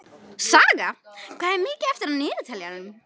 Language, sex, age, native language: Icelandic, female, 13, Icelandic